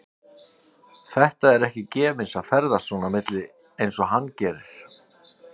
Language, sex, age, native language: Icelandic, male, 50-59, Icelandic